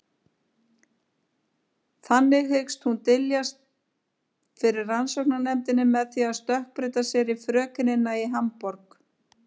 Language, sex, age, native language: Icelandic, female, 50-59, Icelandic